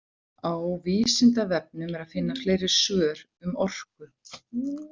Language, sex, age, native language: Icelandic, female, 40-49, Icelandic